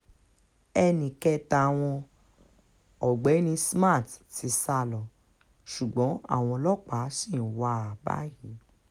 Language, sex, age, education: Yoruba, female, 15-29, tertiary